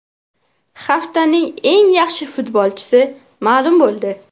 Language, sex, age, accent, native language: Uzbek, female, 18-24, Qashqadaryo, Uzbek